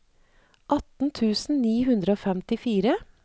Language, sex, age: Norwegian, female, 39